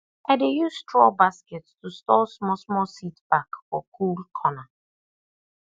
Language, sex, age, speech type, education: Nigerian Pidgin, female, 30-45, spontaneous, tertiary